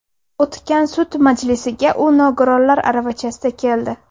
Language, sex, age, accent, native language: Uzbek, female, 18-24, Namangan, Uzbek